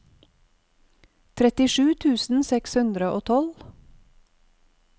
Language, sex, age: Norwegian, female, 48